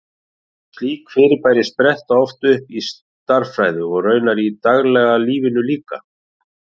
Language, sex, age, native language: Icelandic, male, 40-49, Icelandic